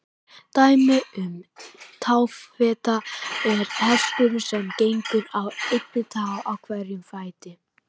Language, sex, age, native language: Icelandic, male, 18-19, Icelandic